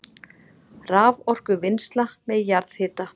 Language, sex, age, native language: Icelandic, female, 40-49, Icelandic